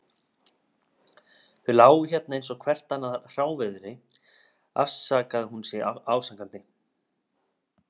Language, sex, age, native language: Icelandic, male, 30-39, Icelandic